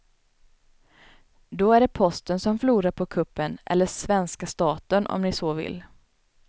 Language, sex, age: Swedish, female, 29